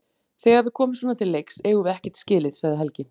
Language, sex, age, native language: Icelandic, female, 40-49, Icelandic